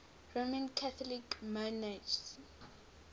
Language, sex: English, female